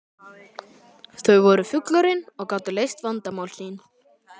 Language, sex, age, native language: Icelandic, male, 12, Icelandic